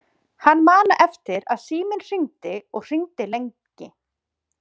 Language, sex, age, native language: Icelandic, female, 30-39, Icelandic